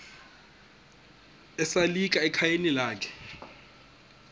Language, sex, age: Xhosa, male, 21